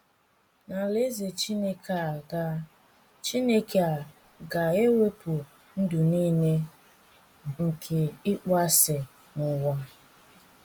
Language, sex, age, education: Igbo, female, 15-29, tertiary